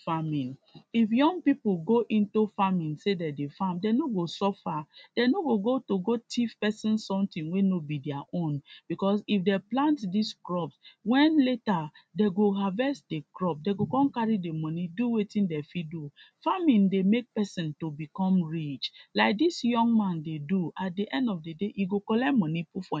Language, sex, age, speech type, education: Nigerian Pidgin, female, 15-29, spontaneous, secondary